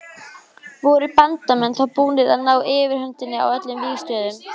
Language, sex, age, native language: Icelandic, female, 20-29, Icelandic